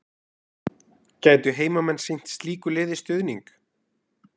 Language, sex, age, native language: Icelandic, male, 20-29, Icelandic